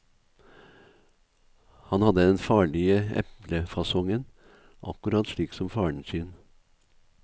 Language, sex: Norwegian, male